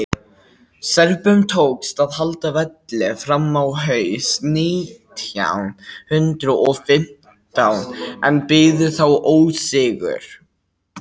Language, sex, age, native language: Icelandic, male, 18-19, Icelandic